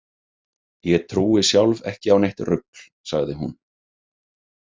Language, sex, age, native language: Icelandic, male, 30-39, Icelandic